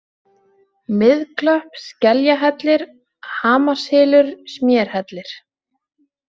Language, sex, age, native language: Icelandic, female, 20-29, Icelandic